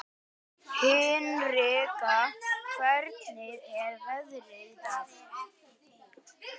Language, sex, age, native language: Icelandic, female, 18-19, Icelandic